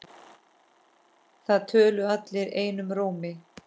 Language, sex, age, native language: Icelandic, female, 10, Icelandic